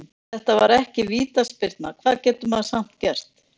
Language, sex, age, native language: Icelandic, female, 60-69, Icelandic